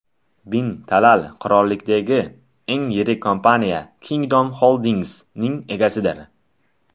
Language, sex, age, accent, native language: Uzbek, male, under 19, Buxoro, Tajik